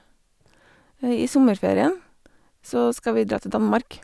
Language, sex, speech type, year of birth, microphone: Norwegian, female, spontaneous, 1985, Sennheiser